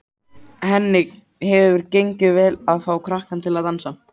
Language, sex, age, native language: Icelandic, male, 13, Icelandic